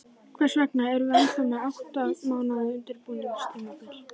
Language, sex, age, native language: Icelandic, male, 11, Icelandic